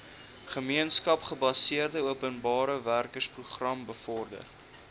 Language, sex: Afrikaans, male